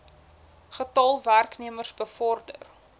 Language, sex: Afrikaans, female